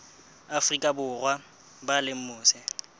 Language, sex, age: Southern Sotho, male, 21